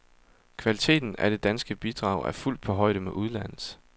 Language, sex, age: Danish, male, 22